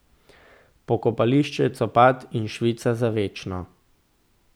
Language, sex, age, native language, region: Slovenian, male, 18-29, Slovenian, Central Slovenia